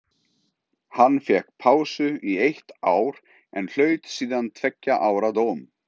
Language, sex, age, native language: Icelandic, male, 30-39, Icelandic